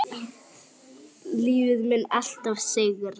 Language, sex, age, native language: Icelandic, female, 8, Icelandic